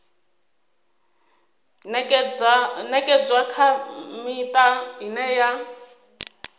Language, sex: Venda, female